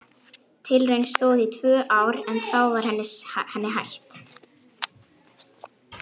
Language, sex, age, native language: Icelandic, male, 11, Icelandic